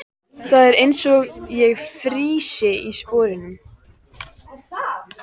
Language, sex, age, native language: Icelandic, female, 14, Icelandic